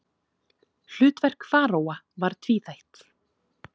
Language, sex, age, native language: Icelandic, female, 30-39, Icelandic